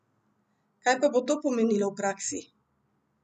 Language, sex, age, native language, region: Slovenian, female, 50-59, Slovenian, Central Slovenia